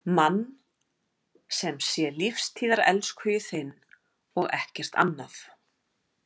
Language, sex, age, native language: Icelandic, female, 40-49, Icelandic